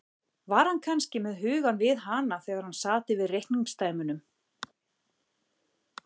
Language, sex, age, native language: Icelandic, female, 40-49, Icelandic